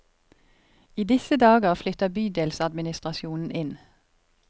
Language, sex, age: Norwegian, female, 50